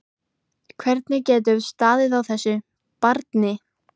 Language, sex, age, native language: Icelandic, female, 14, Icelandic